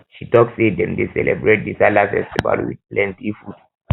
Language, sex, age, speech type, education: Nigerian Pidgin, male, 15-29, spontaneous, tertiary